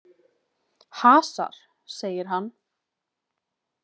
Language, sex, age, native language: Icelandic, female, 20-29, Icelandic